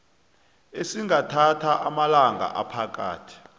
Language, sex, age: South Ndebele, male, 29